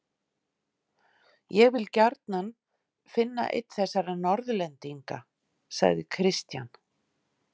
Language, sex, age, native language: Icelandic, female, 50-59, Icelandic